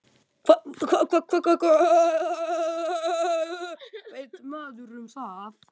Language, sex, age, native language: Icelandic, male, 10, Icelandic